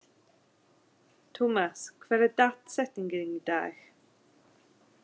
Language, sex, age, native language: Icelandic, female, 30-39, English